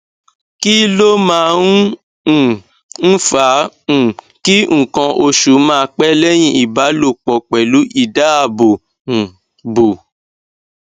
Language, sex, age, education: Yoruba, male, 15-29, tertiary